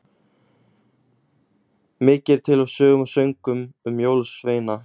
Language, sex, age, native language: Icelandic, male, 20-29, Icelandic